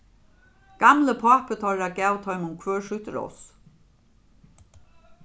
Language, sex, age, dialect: Faroese, female, 36-60, Norðurstreymoy/Eysturoy